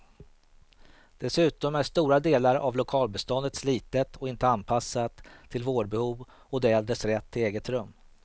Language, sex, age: Swedish, male, 38